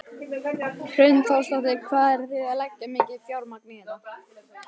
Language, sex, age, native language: Icelandic, female, 18-19, Icelandic